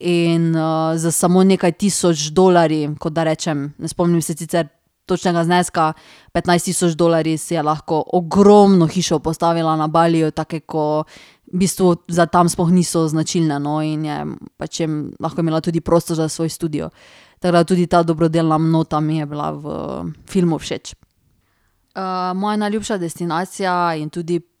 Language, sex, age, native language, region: Slovenian, female, 30-49, Slovenian, Drava region